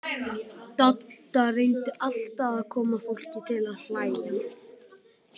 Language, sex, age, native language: Icelandic, male, 18-19, Icelandic